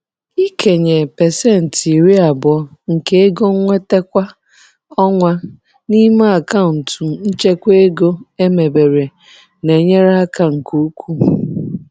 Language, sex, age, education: Igbo, female, 30-45, tertiary